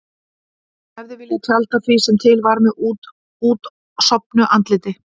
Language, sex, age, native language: Icelandic, female, 40-49, Icelandic